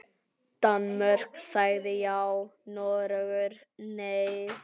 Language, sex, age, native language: Icelandic, female, 10, Icelandic